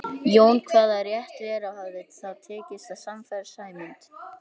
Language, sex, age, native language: Icelandic, male, 18-19, Icelandic